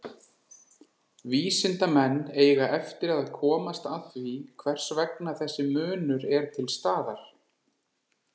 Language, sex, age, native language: Icelandic, male, 40-49, Icelandic